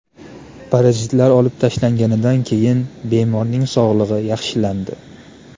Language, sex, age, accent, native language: Uzbek, male, 18-24, Namangan, Uzbek